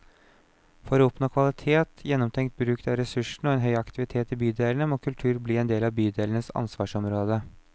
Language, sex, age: Norwegian, male, 29